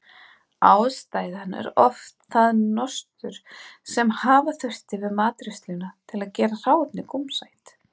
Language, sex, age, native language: Icelandic, female, 30-39, Icelandic